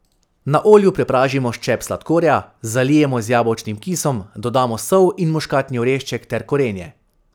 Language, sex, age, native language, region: Slovenian, male, 18-29, Slovenian, Savinja region